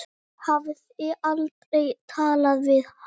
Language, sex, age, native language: Icelandic, female, 8, Icelandic